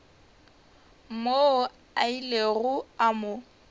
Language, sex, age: Northern Sotho, female, 21